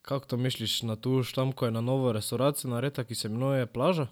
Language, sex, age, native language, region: Slovenian, male, 12-17, Slovenian, Drava region